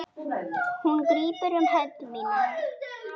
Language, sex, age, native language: Icelandic, female, 8, Icelandic